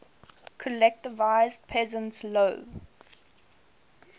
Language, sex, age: English, female, 18